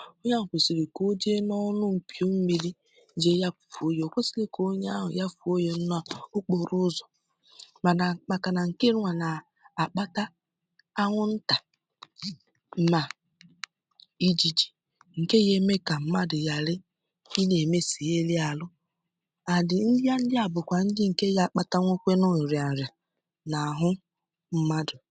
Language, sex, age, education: Igbo, female, 15-29, secondary